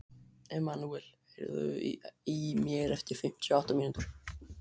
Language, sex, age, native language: Icelandic, male, 12, Icelandic